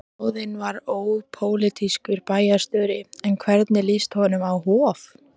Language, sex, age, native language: Icelandic, female, 14, Icelandic